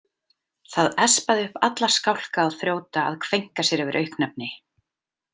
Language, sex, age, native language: Icelandic, female, 30-39, Icelandic